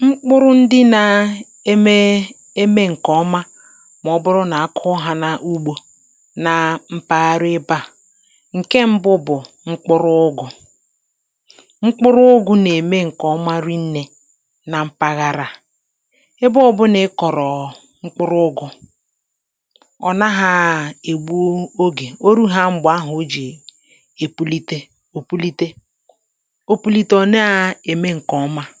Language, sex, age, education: Igbo, female, 30-45, tertiary